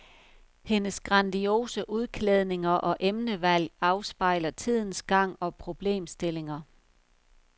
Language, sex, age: Danish, female, 51